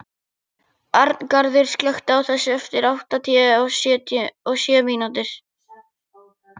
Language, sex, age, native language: Icelandic, male, 11, Icelandic